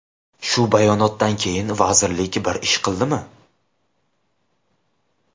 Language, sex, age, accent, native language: Uzbek, male, 18-24, Farg'ona, Uzbek